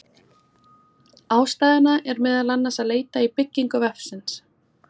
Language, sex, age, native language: Icelandic, female, 20-29, Icelandic